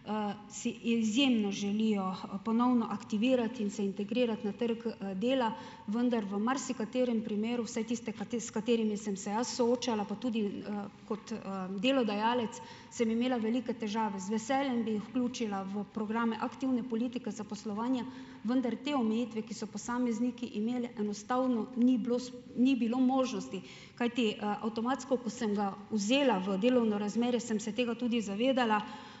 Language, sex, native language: Slovenian, female, Slovenian